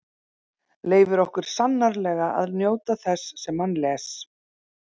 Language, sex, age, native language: Icelandic, female, 30-39, Icelandic